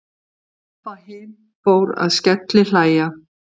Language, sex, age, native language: Icelandic, female, 50-59, Icelandic